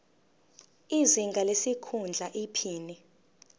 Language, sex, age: Zulu, female, 19